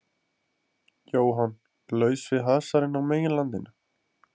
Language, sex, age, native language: Icelandic, male, 20-29, Icelandic